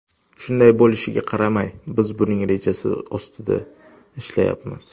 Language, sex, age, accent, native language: Uzbek, male, under 19, Toshkent shahri, Uzbek